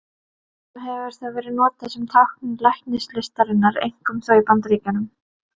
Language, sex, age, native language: Icelandic, female, 30-39, Icelandic